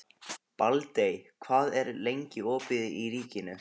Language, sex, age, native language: Icelandic, male, 15, Icelandic